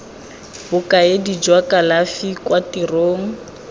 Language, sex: Tswana, female